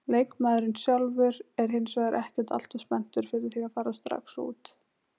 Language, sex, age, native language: Icelandic, female, 20-29, Icelandic